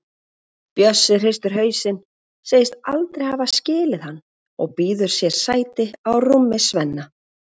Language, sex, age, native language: Icelandic, female, 40-49, Icelandic